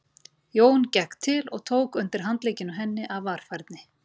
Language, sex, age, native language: Icelandic, female, 40-49, Icelandic